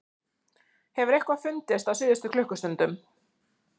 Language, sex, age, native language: Icelandic, female, 30-39, Icelandic